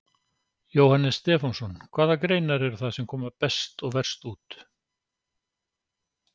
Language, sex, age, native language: Icelandic, male, 60-69, Icelandic